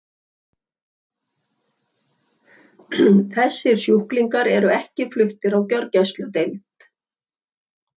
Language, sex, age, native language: Icelandic, female, 60-69, Icelandic